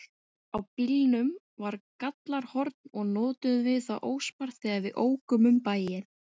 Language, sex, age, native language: Icelandic, female, 20-29, Icelandic